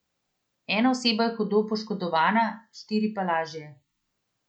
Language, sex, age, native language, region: Slovenian, female, 30-49, Slovenian, Central Slovenia